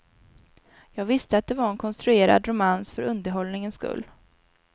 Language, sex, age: Swedish, female, 19